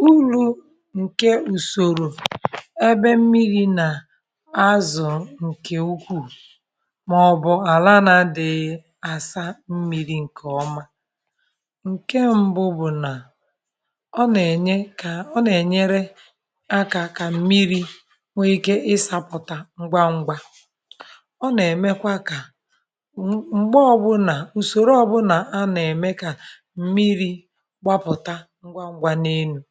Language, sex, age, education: Igbo, male, 46-60, tertiary